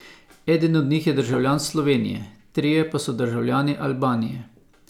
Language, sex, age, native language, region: Slovenian, male, 50-59, Slovenian, Savinja region